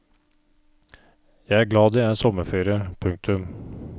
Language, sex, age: Norwegian, male, 39